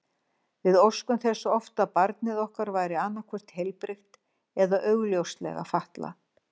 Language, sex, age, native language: Icelandic, female, 60-69, Icelandic